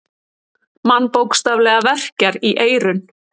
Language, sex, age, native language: Icelandic, female, 30-39, Icelandic